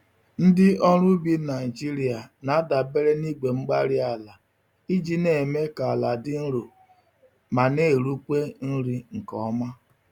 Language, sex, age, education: Igbo, male, 46-60, tertiary